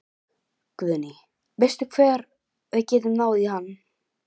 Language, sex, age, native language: Icelandic, female, 11, Icelandic